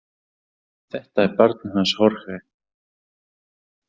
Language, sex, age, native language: Icelandic, male, 30-39, Icelandic